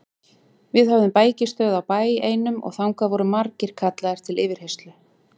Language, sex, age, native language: Icelandic, female, 40-49, Icelandic